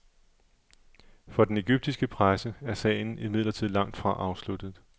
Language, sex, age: Danish, male, 37